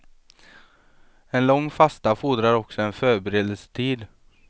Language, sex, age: Swedish, male, 23